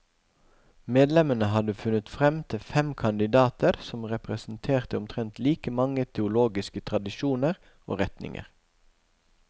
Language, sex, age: Norwegian, male, 41